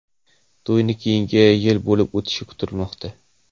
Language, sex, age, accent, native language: Uzbek, male, 18-24, Navoiy, Uzbek